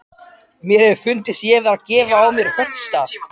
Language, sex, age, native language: Icelandic, male, 13, Icelandic